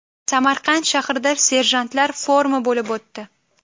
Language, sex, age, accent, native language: Uzbek, female, 18-24, Qashqadaryo, Uzbek